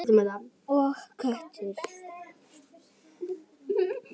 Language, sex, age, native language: Icelandic, female, 8, Icelandic